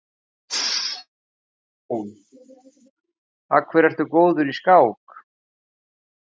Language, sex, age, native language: Icelandic, male, 50-59, Icelandic